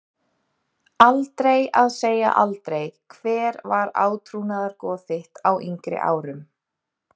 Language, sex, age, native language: Icelandic, female, 30-39, Icelandic